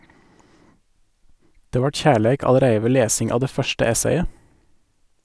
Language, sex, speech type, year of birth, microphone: Norwegian, male, read, 1984, Sennheiser